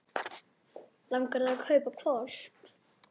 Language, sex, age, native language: Icelandic, male, 10, Icelandic